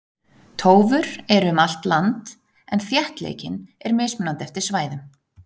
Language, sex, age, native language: Icelandic, female, 30-39, Icelandic